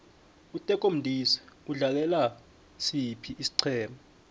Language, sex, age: South Ndebele, male, 21